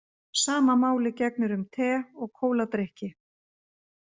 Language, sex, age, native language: Icelandic, female, 50-59, Icelandic